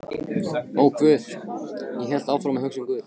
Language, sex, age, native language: Icelandic, male, 15, Icelandic